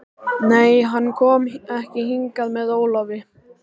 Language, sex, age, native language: Icelandic, male, 13, Icelandic